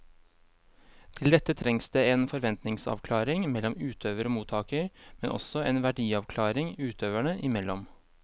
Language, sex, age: Norwegian, male, 23